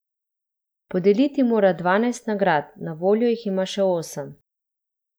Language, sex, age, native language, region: Slovenian, female, 30-49, Slovenian, Central Slovenia